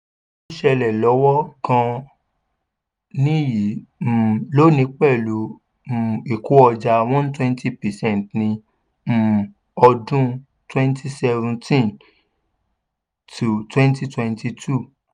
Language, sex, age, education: Yoruba, male, 15-29, tertiary